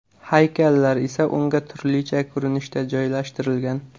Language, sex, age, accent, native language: Uzbek, male, 18-24, Qashqadaryo, Uzbek